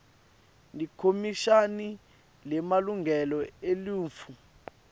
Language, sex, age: Swati, male, 22